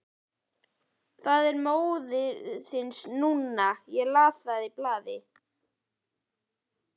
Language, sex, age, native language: Icelandic, male, 11, Icelandic